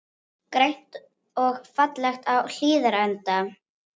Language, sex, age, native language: Icelandic, female, 18-19, Icelandic